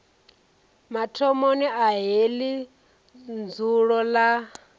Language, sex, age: Venda, female, 34